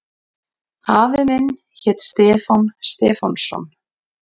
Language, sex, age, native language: Icelandic, female, 40-49, Icelandic